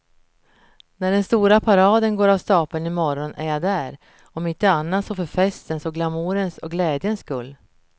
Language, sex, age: Swedish, female, 48